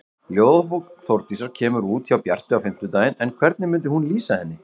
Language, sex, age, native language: Icelandic, male, 40-49, Icelandic